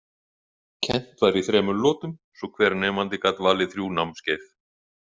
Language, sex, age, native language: Icelandic, male, 50-59, Icelandic